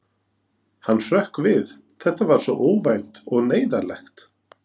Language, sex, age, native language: Icelandic, male, 40-49, Norwegian